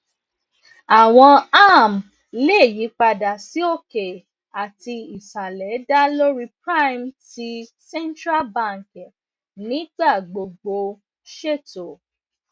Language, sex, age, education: Yoruba, female, 15-29, tertiary